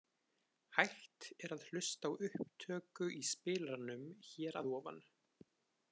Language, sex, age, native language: Icelandic, male, 20-29, Icelandic